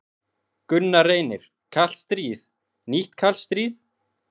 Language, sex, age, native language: Icelandic, male, 20-29, Icelandic